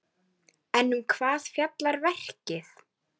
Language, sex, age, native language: Icelandic, female, 10, Icelandic